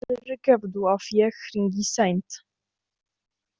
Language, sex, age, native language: Icelandic, female, 18-19, Icelandic